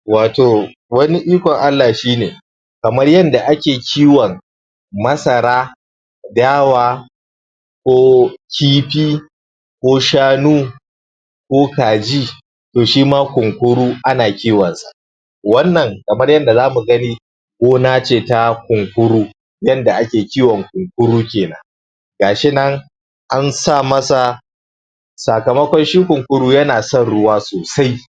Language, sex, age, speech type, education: Hausa, male, 15-29, spontaneous, primary